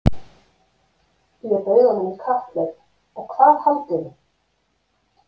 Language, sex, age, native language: Icelandic, female, 50-59, Icelandic